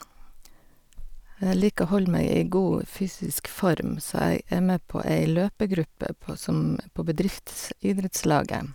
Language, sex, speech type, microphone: Norwegian, female, spontaneous, Sennheiser